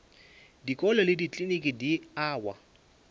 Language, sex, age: Northern Sotho, male, 24